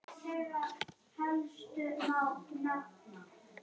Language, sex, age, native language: Icelandic, male, 8, Icelandic